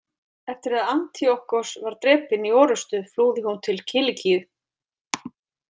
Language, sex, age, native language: Icelandic, female, 40-49, Icelandic